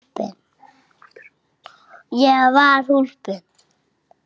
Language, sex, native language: Icelandic, male, Icelandic